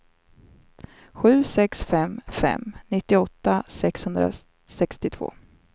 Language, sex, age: Swedish, female, 27